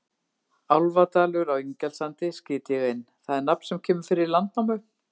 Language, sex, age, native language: Icelandic, female, 50-59, Icelandic